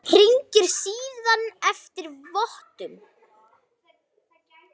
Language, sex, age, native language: Icelandic, female, 9, Icelandic